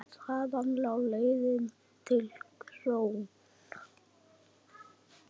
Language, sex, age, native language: Icelandic, male, 8, Icelandic